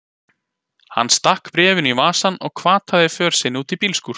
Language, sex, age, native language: Icelandic, male, 20-29, Icelandic